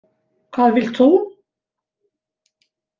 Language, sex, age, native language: Icelandic, female, 70-79, Icelandic